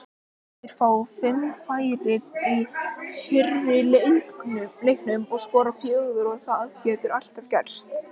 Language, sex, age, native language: Icelandic, male, 18-19, Icelandic